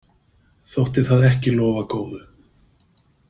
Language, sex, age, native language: Icelandic, male, 50-59, Icelandic